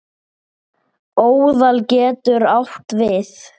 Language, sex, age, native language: Icelandic, male, 8, Icelandic